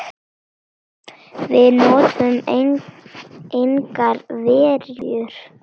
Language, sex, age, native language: Icelandic, female, 9, Icelandic